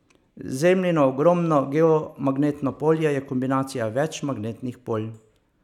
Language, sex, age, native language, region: Slovenian, male, 50-59, Slovenian, Savinja region